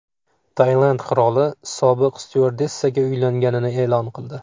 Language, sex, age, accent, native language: Uzbek, male, 25-34, Farg'ona, Uzbek